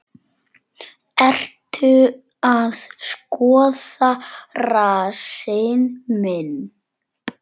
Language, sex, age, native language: Icelandic, male, 9, Icelandic